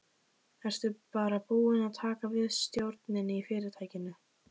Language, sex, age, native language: Icelandic, female, 15, Icelandic